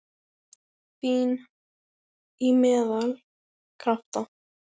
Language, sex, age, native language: Icelandic, female, 10, Icelandic